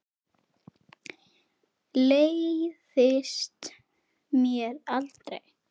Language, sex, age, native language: Icelandic, female, 8, Icelandic